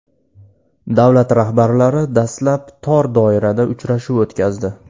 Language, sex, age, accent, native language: Uzbek, male, 18-24, Andijon, Uzbek